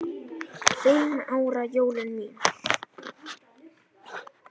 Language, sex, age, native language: Icelandic, male, 10, Icelandic